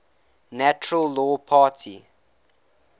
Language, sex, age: English, male, 19